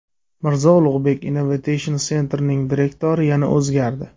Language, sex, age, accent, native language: Uzbek, male, 25-34, Surxondaryo, Uzbek